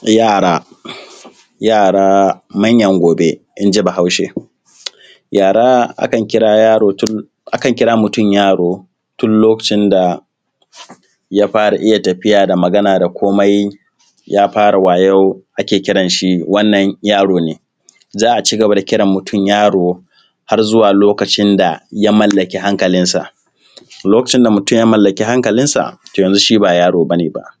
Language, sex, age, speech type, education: Hausa, male, 15-29, spontaneous, primary